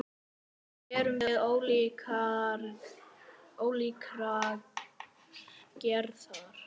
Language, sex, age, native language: Icelandic, male, 9, Icelandic